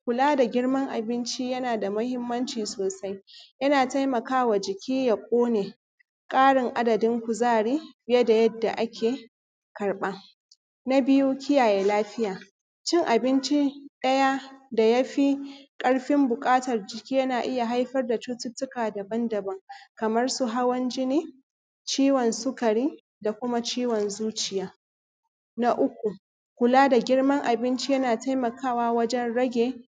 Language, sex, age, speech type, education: Hausa, female, 30-45, spontaneous, primary